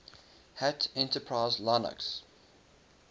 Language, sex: English, male